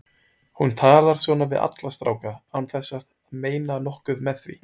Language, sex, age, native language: Icelandic, male, 20-29, Icelandic